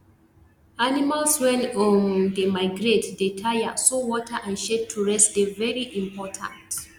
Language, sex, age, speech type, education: Nigerian Pidgin, female, 30-45, spontaneous, tertiary